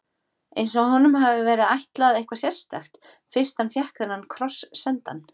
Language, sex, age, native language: Icelandic, female, 40-49, Icelandic